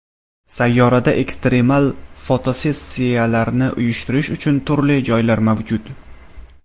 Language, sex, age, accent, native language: Uzbek, male, 19-29, Samarqand, Uzbek